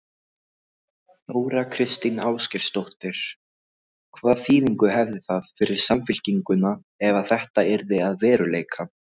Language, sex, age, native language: Icelandic, other, 18-19, Icelandic